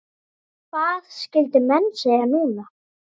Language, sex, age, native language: Icelandic, female, 9, Icelandic